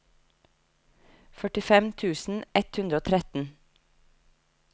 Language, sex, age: Norwegian, female, 30